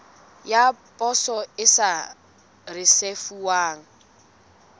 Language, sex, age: Southern Sotho, female, 20